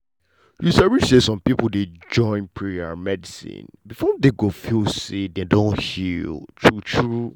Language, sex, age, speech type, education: Nigerian Pidgin, male, 15-29, spontaneous, tertiary